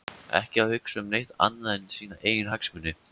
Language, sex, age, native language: Icelandic, male, 14, Icelandic